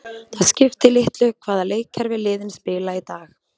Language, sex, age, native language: Icelandic, female, 20-29, Icelandic